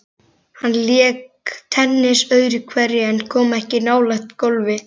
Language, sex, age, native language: Icelandic, male, 11, Icelandic